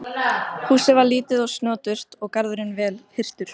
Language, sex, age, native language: Icelandic, female, 12, Icelandic